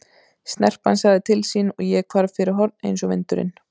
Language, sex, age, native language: Icelandic, female, 30-39, Icelandic